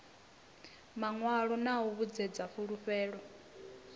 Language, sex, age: Venda, female, 22